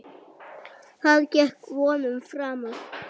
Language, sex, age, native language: Icelandic, female, 8, Icelandic